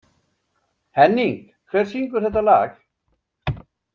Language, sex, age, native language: Icelandic, male, 70-79, Icelandic